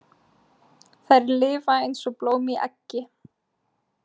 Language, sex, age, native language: Icelandic, female, 20-29, Icelandic